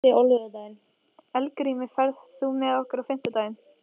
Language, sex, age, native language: Icelandic, female, 13, Icelandic